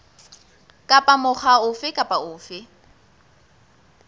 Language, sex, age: Southern Sotho, female, 20